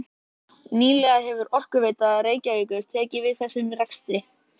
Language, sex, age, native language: Icelandic, male, 13, Icelandic